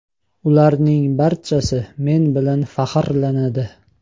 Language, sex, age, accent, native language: Uzbek, male, 18-24, Andijon, Uzbek